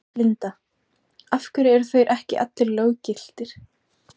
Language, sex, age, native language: Icelandic, female, 20-29, Icelandic